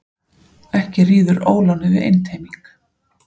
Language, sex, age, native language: Icelandic, female, 40-49, Icelandic